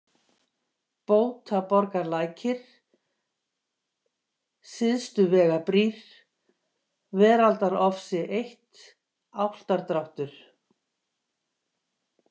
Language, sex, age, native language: Icelandic, female, 50-59, Icelandic